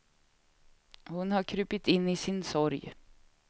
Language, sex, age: Swedish, female, 36